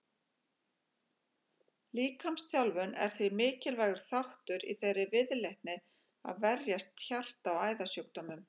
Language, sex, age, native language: Icelandic, female, 40-49, Icelandic